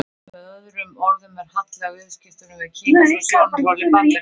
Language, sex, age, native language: Icelandic, female, 30-39, Icelandic